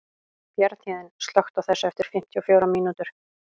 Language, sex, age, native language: Icelandic, female, 18-19, Icelandic